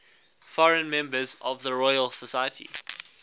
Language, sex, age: English, male, 19